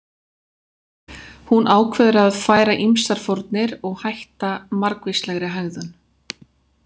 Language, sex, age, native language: Icelandic, female, 40-49, Icelandic